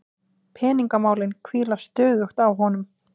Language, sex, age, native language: Icelandic, female, 20-29, Icelandic